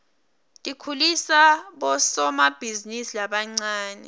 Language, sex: Swati, female